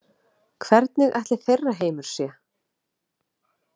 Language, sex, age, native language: Icelandic, female, 30-39, Icelandic